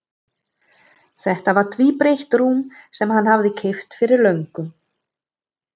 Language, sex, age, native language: Icelandic, female, 40-49, German